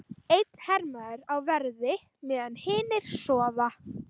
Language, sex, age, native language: Icelandic, female, 18-19, Icelandic